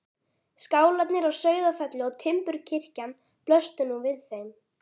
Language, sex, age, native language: Icelandic, female, 12, Icelandic